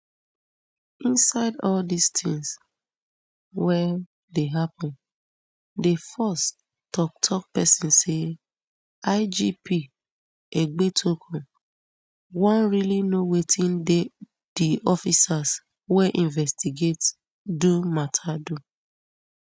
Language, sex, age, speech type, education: Nigerian Pidgin, female, 30-45, spontaneous, tertiary